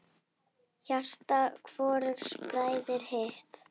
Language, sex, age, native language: Icelandic, female, 8, Icelandic